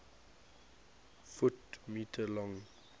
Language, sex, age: English, male, 19